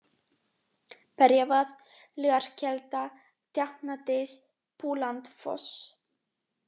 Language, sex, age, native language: Icelandic, female, 18-19, Icelandic